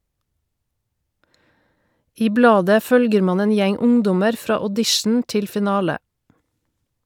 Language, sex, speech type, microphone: Norwegian, female, read, Shure